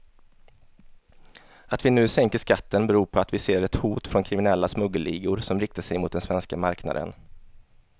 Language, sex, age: Swedish, male, 27